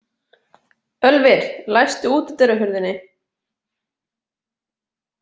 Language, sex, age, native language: Icelandic, female, 20-29, Icelandic